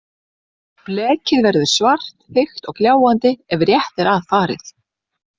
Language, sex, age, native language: Icelandic, female, 60-69, Icelandic